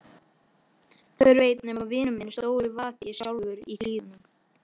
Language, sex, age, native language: Icelandic, male, 13, Icelandic